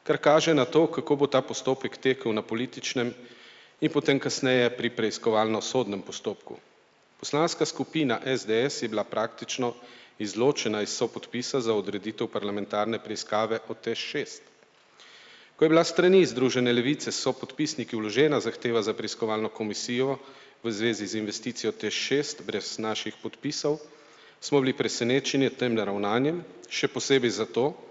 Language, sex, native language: Slovenian, male, Slovenian